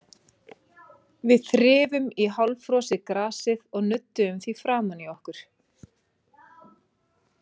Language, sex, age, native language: Icelandic, male, 30-39, Icelandic